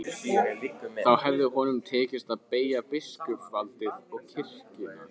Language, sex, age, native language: Icelandic, male, 15, Icelandic